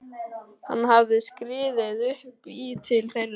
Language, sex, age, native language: Icelandic, male, 12, Icelandic